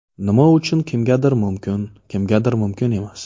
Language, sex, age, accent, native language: Uzbek, male, 25-34, Navoiy, Uzbek